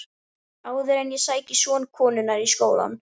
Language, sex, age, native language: Icelandic, female, 13, Icelandic